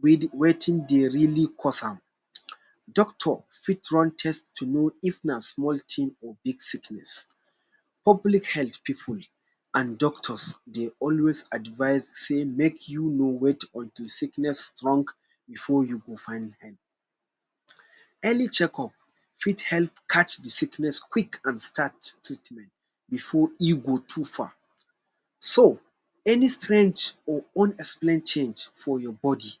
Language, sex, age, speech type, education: Nigerian Pidgin, male, 15-29, spontaneous, tertiary